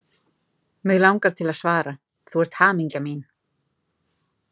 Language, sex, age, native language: Icelandic, female, 40-49, Icelandic